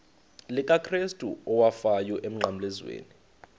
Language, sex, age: Xhosa, male, 35